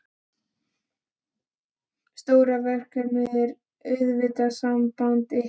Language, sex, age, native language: Icelandic, male, 12, Icelandic